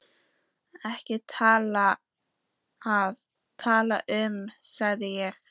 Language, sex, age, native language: Icelandic, female, 14, Icelandic